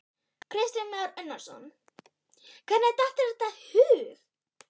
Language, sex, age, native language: Icelandic, female, 13, Icelandic